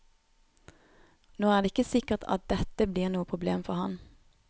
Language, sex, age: Norwegian, female, 29